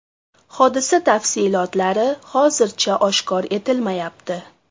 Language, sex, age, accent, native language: Uzbek, female, 25-34, Toshkent shahri, Uzbek